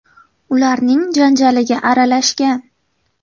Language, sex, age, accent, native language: Uzbek, female, 19-29, Toshkent viloyati, Uzbek